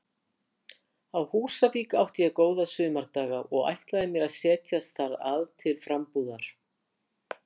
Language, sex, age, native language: Icelandic, female, 60-69, Icelandic